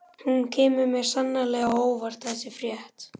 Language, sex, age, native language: Icelandic, male, 11, Icelandic